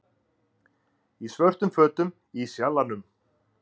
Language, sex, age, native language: Icelandic, male, 30-39, Icelandic